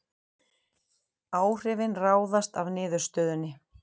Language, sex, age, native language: Icelandic, female, 40-49, Icelandic